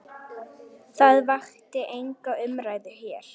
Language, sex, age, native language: Icelandic, female, 9, Icelandic